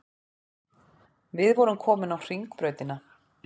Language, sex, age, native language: Icelandic, female, 40-49, Icelandic